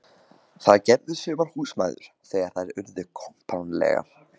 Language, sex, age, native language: Icelandic, male, 15, Icelandic